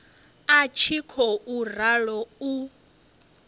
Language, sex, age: Venda, female, 30